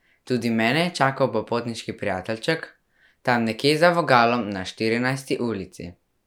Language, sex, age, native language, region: Slovenian, male, 12-17, Slovenian, Central Slovenia